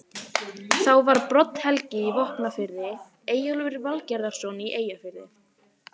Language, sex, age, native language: Icelandic, female, 15, Icelandic